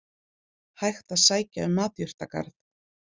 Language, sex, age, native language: Icelandic, female, 40-49, Icelandic